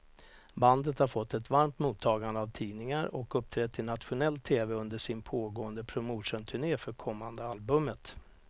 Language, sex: Swedish, male